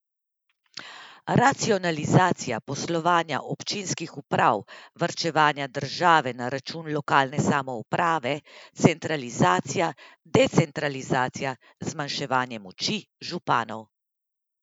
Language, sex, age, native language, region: Slovenian, female, 30-49, Slovenian, Central Slovenia